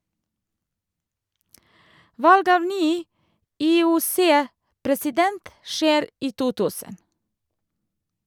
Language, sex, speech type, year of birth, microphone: Norwegian, female, read, 1978, Shure